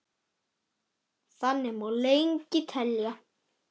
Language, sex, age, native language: Icelandic, male, 10, Icelandic